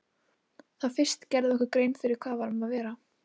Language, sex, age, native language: Icelandic, female, 18-19, Icelandic